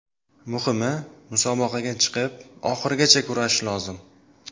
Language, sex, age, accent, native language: Uzbek, male, 25-34, Sirdaryo, Uzbek